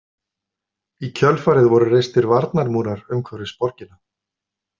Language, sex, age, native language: Icelandic, male, 50-59, Icelandic